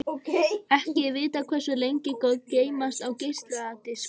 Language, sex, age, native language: Icelandic, male, 18-19, Icelandic